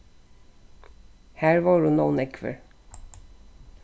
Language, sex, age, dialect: Faroese, female, 36-60, Suðurstreymoy